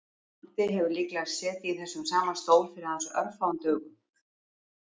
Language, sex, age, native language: Icelandic, female, 50-59, Icelandic